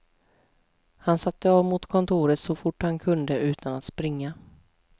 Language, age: Swedish, 20